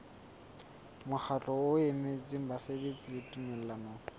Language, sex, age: Southern Sotho, male, 20